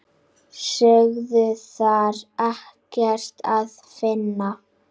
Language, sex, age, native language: Icelandic, female, 9, Icelandic